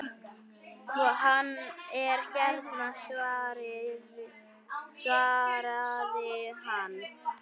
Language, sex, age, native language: Icelandic, female, 9, Icelandic